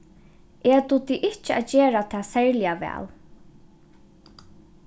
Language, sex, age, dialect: Faroese, female, 15-35, Norðuroyggjar